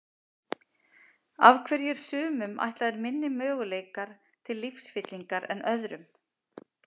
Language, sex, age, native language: Icelandic, female, 50-59, Icelandic